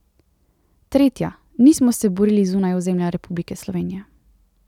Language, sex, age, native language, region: Slovenian, female, 18-29, Slovenian, Central Slovenia